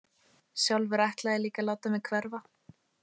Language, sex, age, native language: Icelandic, female, 18-19, Icelandic